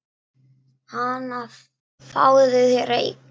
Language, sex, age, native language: Icelandic, female, 9, Icelandic